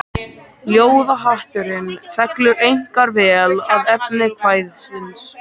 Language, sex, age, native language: Icelandic, male, 13, Icelandic